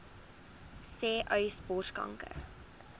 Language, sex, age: Afrikaans, female, 19